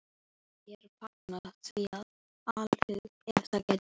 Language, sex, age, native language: Icelandic, male, 11, Icelandic